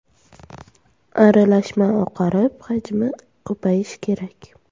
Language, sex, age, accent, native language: Uzbek, female, 12-17, Toshkent shahri, Uzbek